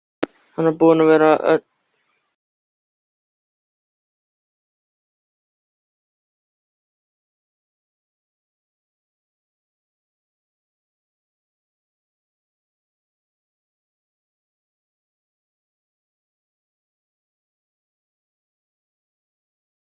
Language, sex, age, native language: Icelandic, male, 13, Icelandic